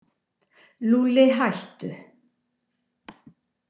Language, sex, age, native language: Icelandic, female, 60-69, Icelandic